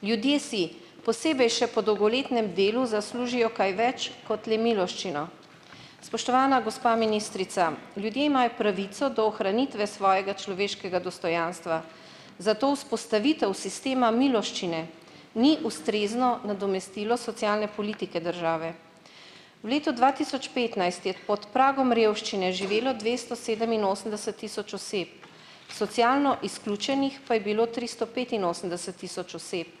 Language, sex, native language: Slovenian, female, Slovenian